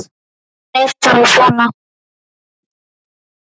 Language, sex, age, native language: Icelandic, male, 10, Icelandic